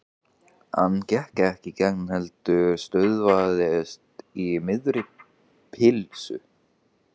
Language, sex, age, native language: Icelandic, male, 15, Icelandic